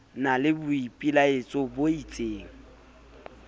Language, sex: Southern Sotho, male